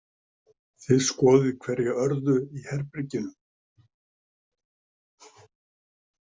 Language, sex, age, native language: Icelandic, male, 70-79, Icelandic